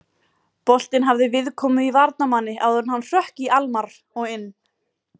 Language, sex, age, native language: Icelandic, female, 50-59, Icelandic